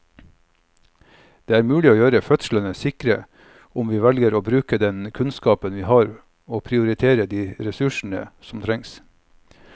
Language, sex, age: Norwegian, male, 45